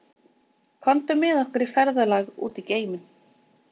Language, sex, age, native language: Icelandic, female, 20-29, Icelandic